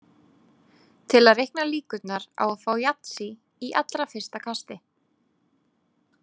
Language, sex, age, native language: Icelandic, female, 20-29, Icelandic